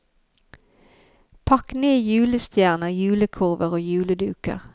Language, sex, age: Norwegian, female, 51